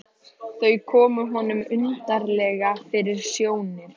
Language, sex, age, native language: Icelandic, female, 14, Icelandic